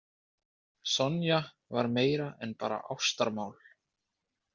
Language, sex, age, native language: Icelandic, male, 20-29, Icelandic